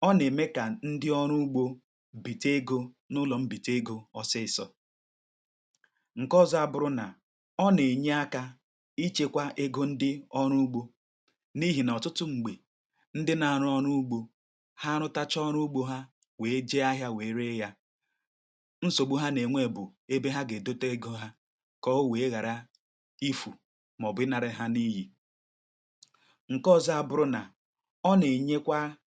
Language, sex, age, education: Igbo, male, 30-45, tertiary